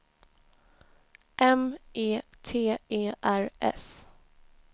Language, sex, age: Swedish, female, 20